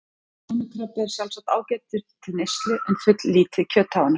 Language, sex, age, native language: Icelandic, female, 30-39, Icelandic